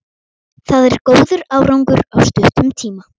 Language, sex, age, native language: Icelandic, female, 12, Icelandic